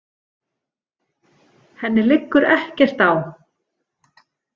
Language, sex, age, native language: Icelandic, female, 40-49, Icelandic